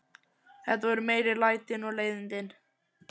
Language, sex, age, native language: Icelandic, male, 11, Icelandic